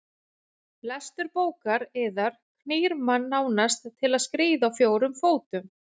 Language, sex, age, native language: Icelandic, female, 40-49, Icelandic